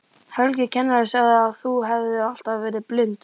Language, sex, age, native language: Icelandic, male, 11, Icelandic